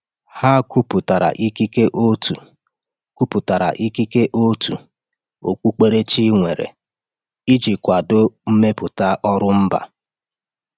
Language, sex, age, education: Igbo, male, 30-45, tertiary